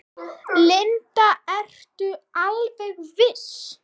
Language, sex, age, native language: Icelandic, female, 6, Icelandic